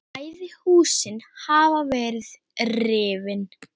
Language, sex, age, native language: Icelandic, female, 8, Icelandic